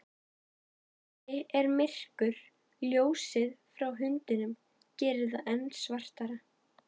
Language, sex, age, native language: Icelandic, female, 11, Icelandic